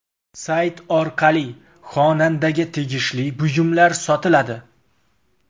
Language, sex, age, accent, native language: Uzbek, male, 25-34, Qashqadaryo, Uzbek